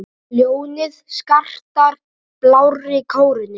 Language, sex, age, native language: Icelandic, male, 9, Icelandic